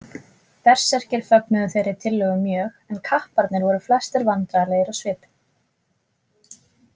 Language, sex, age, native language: Icelandic, female, 20-29, Icelandic